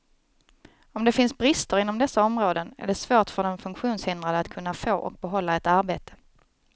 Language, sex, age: Swedish, female, 29